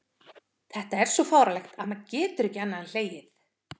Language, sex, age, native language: Icelandic, female, 50-59, Icelandic